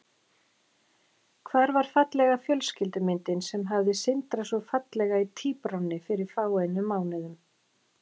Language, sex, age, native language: Icelandic, female, 40-49, Icelandic